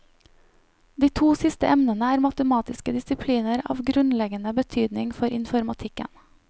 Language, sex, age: Norwegian, female, 25